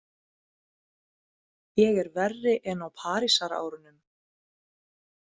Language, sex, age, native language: Icelandic, female, 30-39, Icelandic